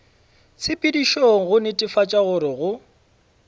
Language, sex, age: Northern Sotho, male, 26